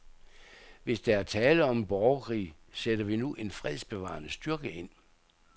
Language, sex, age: Danish, male, 67